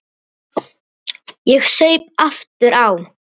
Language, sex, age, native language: Icelandic, male, 7, Icelandic